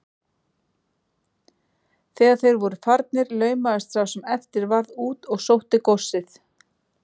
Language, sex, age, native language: Icelandic, female, 40-49, Icelandic